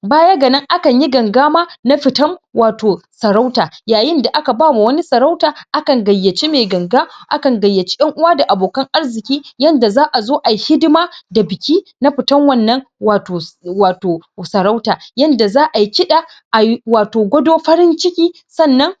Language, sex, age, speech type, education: Hausa, male, 15-29, spontaneous, secondary